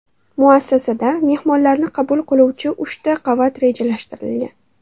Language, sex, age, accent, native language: Uzbek, female, 12-17, Namangan, Uzbek